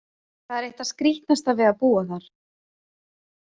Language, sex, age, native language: Icelandic, female, 30-39, Icelandic